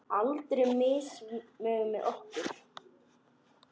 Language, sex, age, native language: Icelandic, male, 10, Icelandic